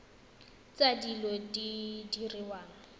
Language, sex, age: Tswana, female, 18